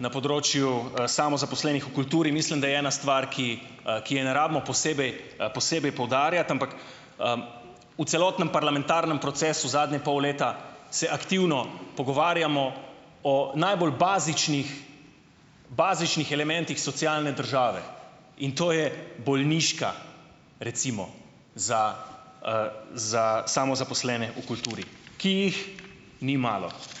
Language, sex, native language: Slovenian, male, Slovenian